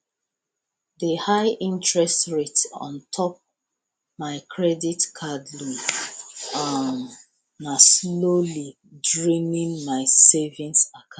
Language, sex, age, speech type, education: Nigerian Pidgin, female, 30-45, spontaneous, tertiary